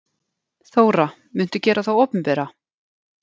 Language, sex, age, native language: Icelandic, female, 40-49, Icelandic